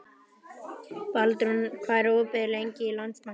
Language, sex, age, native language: Icelandic, male, 11, Icelandic